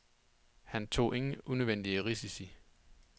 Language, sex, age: Danish, male, 28